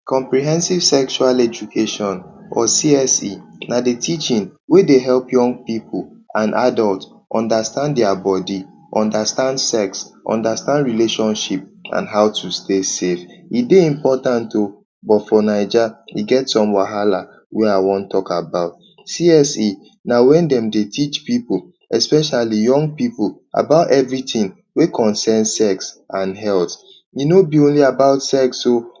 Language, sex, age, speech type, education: Nigerian Pidgin, male, 15-29, spontaneous, tertiary